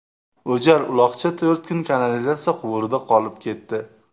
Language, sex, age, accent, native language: Uzbek, male, 25-34, Jizzax, Uzbek